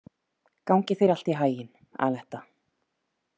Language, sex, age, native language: Icelandic, female, 30-39, Icelandic